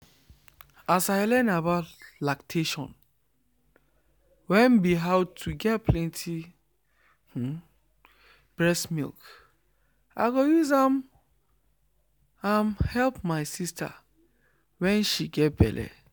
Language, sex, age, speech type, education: Nigerian Pidgin, male, 15-29, spontaneous, tertiary